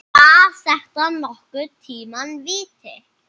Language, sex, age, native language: Icelandic, male, 6, Icelandic